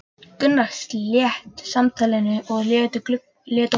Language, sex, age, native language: Icelandic, male, 11, Icelandic